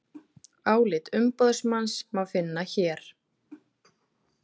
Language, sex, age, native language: Icelandic, female, 30-39, Icelandic